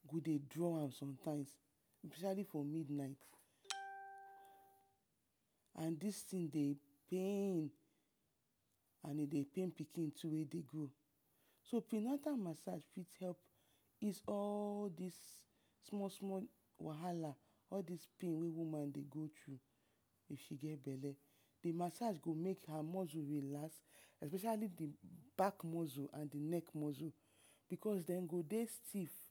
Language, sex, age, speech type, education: Nigerian Pidgin, female, 30-45, spontaneous, tertiary